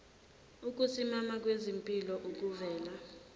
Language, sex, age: Zulu, female, 21